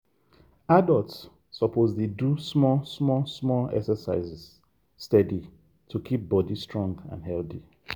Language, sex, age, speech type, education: Nigerian Pidgin, male, 30-45, spontaneous, tertiary